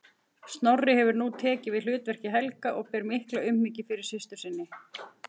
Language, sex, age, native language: Icelandic, female, 40-49, Icelandic